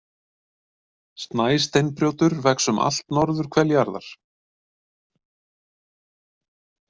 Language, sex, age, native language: Icelandic, male, 40-49, Icelandic